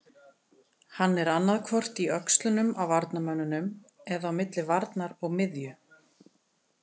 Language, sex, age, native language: Icelandic, female, 30-39, Icelandic